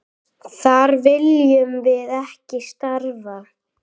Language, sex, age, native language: Icelandic, female, 8, Icelandic